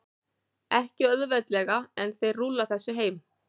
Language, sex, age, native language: Icelandic, female, 40-49, Icelandic